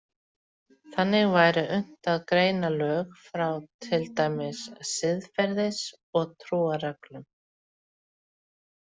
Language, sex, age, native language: Icelandic, female, 40-49, Icelandic